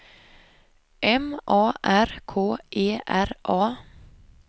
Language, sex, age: Swedish, female, 25